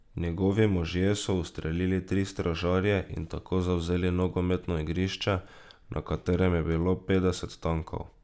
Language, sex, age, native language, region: Slovenian, male, 18-29, Slovenian, Drava region